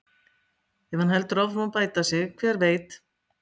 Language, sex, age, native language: Icelandic, female, 50-59, Icelandic